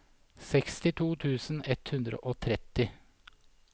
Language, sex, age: Norwegian, male, 47